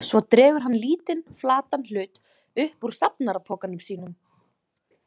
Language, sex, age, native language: Icelandic, female, 20-29, Icelandic